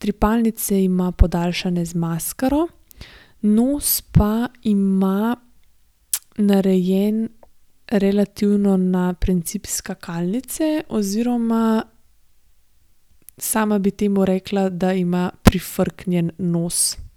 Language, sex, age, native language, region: Slovenian, female, 18-29, Slovenian, Gorenjska region